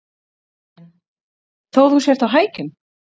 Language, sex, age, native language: Icelandic, female, 30-39, Icelandic